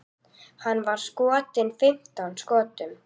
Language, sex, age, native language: Icelandic, female, 8, Icelandic